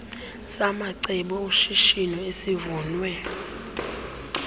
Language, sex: Xhosa, female